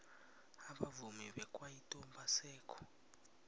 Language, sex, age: South Ndebele, male, 20